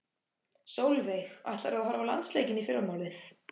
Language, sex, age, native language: Icelandic, male, 14, Icelandic